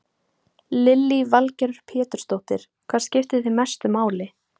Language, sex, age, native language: Icelandic, female, 18-19, Icelandic